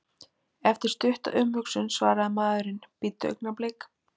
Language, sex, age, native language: Icelandic, female, 20-29, Icelandic